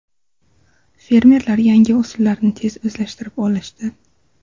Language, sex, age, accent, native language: Uzbek, female, 19-29, Surxondaryo, Uzbek